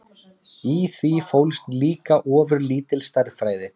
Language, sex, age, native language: Icelandic, male, 30-39, Icelandic